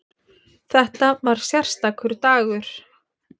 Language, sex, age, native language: Icelandic, female, 30-39, Icelandic